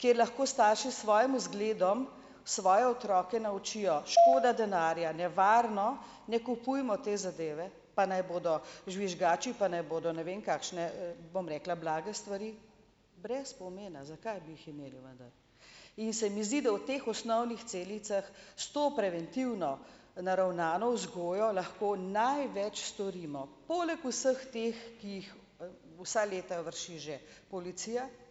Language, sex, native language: Slovenian, female, Slovenian